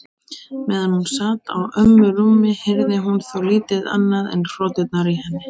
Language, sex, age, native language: Icelandic, female, 18-19, Icelandic